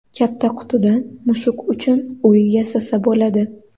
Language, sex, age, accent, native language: Uzbek, female, 19-29, Andijon, Uzbek